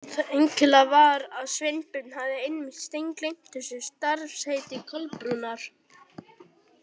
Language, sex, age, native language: Icelandic, male, 18-19, Icelandic